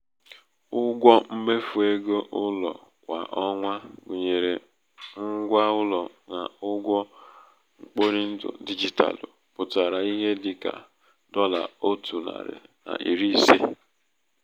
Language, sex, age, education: Igbo, male, 15-29, tertiary